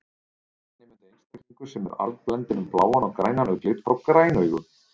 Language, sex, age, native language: Icelandic, male, 30-39, Icelandic